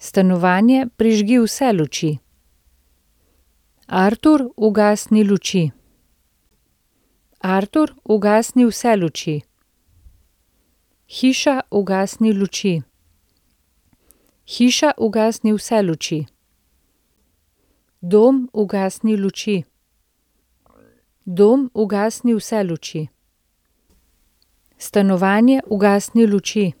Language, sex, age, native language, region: Slovenian, female, 30-49, Slovenian, Central Slovenia